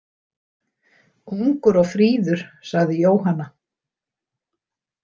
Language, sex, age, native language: Icelandic, female, 60-69, Icelandic